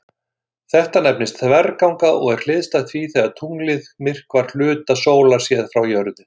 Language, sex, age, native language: Icelandic, male, 60-69, Icelandic